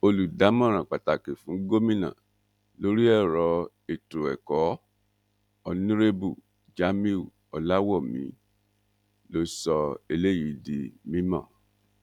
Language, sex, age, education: Yoruba, male, 46-60, tertiary